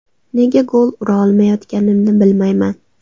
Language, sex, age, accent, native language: Uzbek, female, 19-29, Andijon, Uzbek